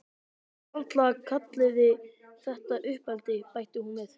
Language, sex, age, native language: Icelandic, male, 12, Icelandic